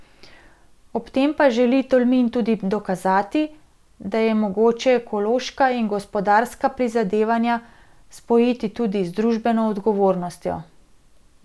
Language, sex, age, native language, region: Slovenian, female, 30-49, Slovenian, Central Slovenia